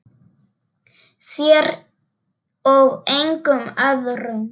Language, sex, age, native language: Icelandic, female, 7, Icelandic